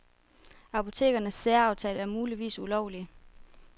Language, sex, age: Danish, female, 24